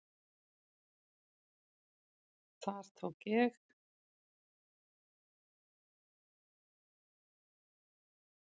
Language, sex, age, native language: Icelandic, female, 50-59, Icelandic